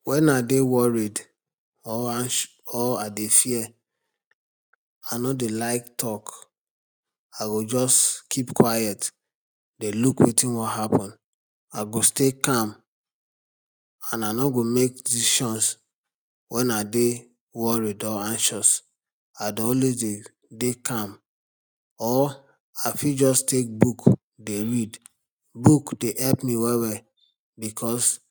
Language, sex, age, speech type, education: Nigerian Pidgin, male, 30-45, spontaneous, tertiary